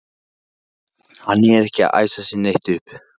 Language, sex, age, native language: Icelandic, male, 15, Icelandic